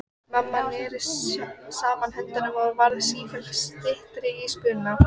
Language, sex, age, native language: Icelandic, female, 14, Icelandic